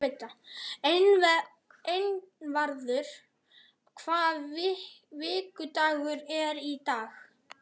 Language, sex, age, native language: Icelandic, male, 11, Icelandic